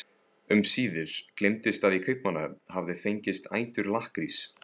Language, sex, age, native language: Icelandic, male, 15, Icelandic